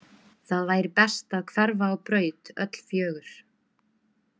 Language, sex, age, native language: Icelandic, female, 20-29, Icelandic